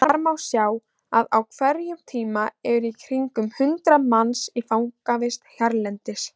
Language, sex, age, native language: Icelandic, female, 16, Icelandic